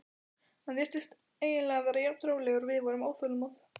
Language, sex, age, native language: Icelandic, female, 12, Icelandic